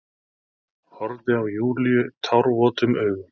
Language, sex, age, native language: Icelandic, male, 30-39, Icelandic